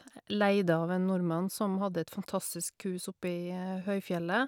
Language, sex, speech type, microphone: Norwegian, female, spontaneous, Shure